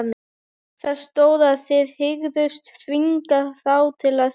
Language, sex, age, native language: Icelandic, female, 11, Icelandic